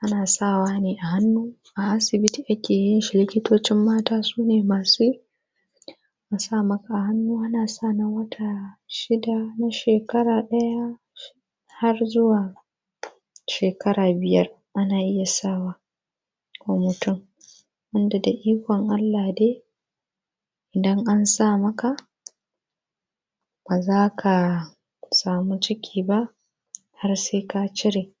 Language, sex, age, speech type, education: Hausa, female, 15-29, spontaneous, primary